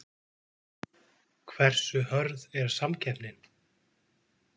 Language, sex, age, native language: Icelandic, male, 20-29, Icelandic